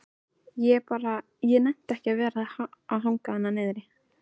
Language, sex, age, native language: Icelandic, female, 13, Icelandic